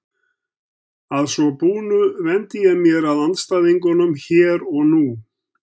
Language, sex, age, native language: Icelandic, male, 70-79, Icelandic